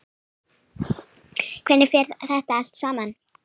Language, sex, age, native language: Icelandic, female, 9, Icelandic